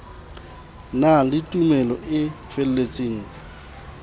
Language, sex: Southern Sotho, male